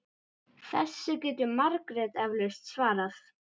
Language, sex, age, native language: Icelandic, female, 10, Icelandic